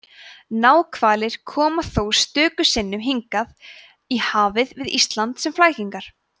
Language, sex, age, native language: Icelandic, female, 20-29, Icelandic